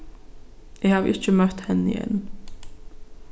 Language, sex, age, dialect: Faroese, female, 15-35, Suðurstreymoy